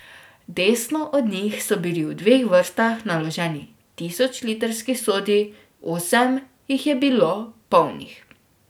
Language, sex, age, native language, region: Slovenian, female, 12-17, Slovenian, Drava region